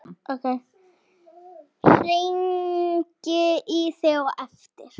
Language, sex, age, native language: Icelandic, female, 7, Icelandic